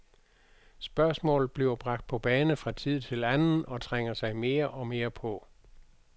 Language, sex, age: Danish, male, 62